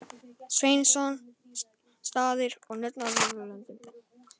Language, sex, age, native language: Icelandic, male, 18-19, Icelandic